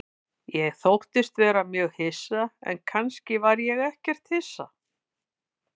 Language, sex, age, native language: Icelandic, female, 50-59, Icelandic